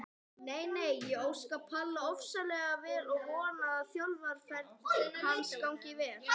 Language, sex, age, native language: Icelandic, female, 20-29, Icelandic